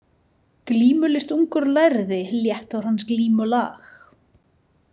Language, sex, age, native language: Icelandic, female, 30-39, Icelandic